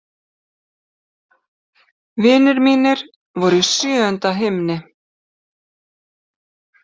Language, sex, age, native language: Icelandic, female, 50-59, Icelandic